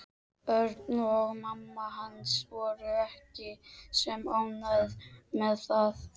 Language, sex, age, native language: Icelandic, male, 13, Icelandic